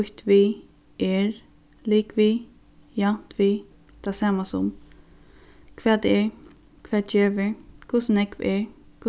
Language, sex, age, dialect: Faroese, female, 15-35, Suðurstreymoy